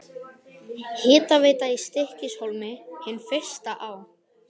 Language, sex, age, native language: Icelandic, male, 12, Icelandic